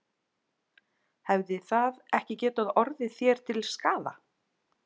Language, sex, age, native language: Icelandic, female, 40-49, Icelandic